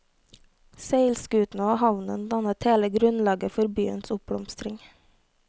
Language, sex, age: Norwegian, female, 18